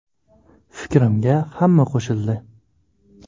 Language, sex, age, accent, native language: Uzbek, male, 18-24, Farg'ona, Uzbek